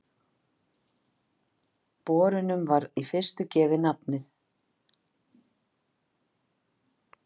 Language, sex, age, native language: Icelandic, female, 50-59, Icelandic